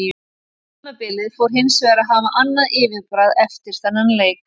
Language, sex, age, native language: Icelandic, female, 30-39, Icelandic